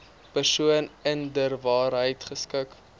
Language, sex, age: Afrikaans, male, 23